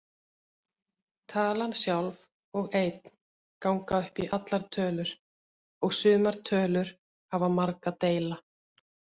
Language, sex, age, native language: Icelandic, female, 50-59, Icelandic